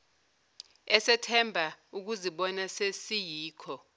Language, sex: Zulu, female